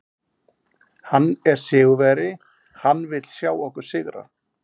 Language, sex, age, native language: Icelandic, male, 40-49, Icelandic